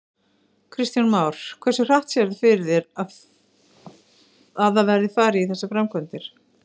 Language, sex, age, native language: Icelandic, female, 50-59, Icelandic